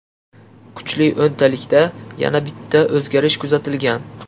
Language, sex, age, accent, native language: Uzbek, male, 18-24, Qashqadaryo, Uzbek